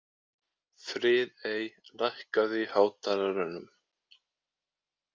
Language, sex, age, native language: Icelandic, male, 20-29, Icelandic